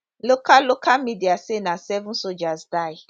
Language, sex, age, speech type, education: Nigerian Pidgin, female, 30-45, spontaneous, tertiary